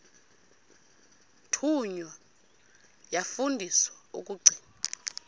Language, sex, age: Xhosa, female, 32